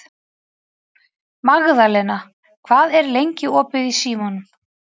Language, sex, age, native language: Icelandic, female, 40-49, Icelandic